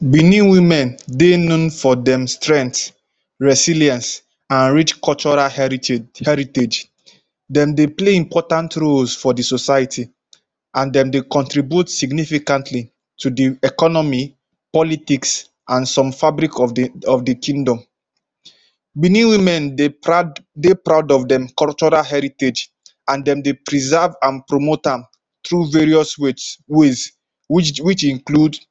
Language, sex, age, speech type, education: Nigerian Pidgin, male, 15-29, spontaneous, tertiary